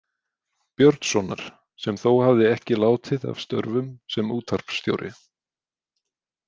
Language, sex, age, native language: Icelandic, male, 20-29, Icelandic